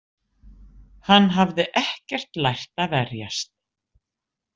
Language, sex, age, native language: Icelandic, female, 60-69, Icelandic